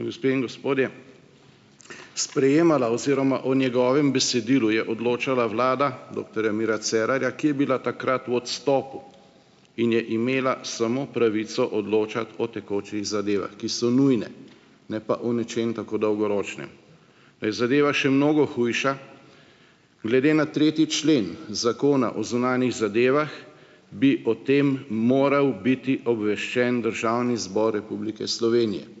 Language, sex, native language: Slovenian, male, Slovenian